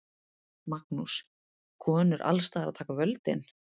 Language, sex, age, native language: Icelandic, female, 30-39, Icelandic